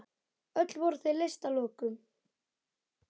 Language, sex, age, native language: Icelandic, male, 11, Icelandic